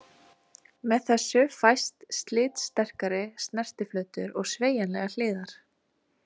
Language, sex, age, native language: Icelandic, female, 20-29, Icelandic